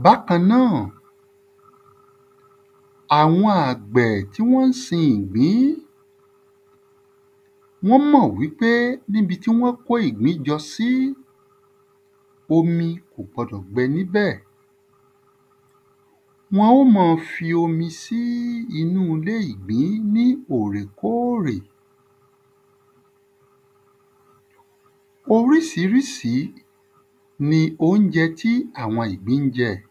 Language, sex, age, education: Yoruba, male, 30-45, tertiary